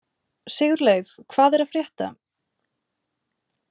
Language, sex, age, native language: Icelandic, female, 30-39, Icelandic